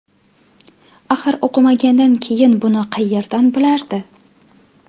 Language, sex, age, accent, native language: Uzbek, female, 18-24, Farg'ona, Uzbek